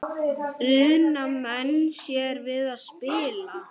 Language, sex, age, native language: Icelandic, male, 8, Icelandic